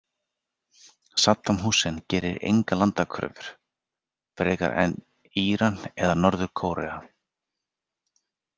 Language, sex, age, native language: Icelandic, male, 40-49, Icelandic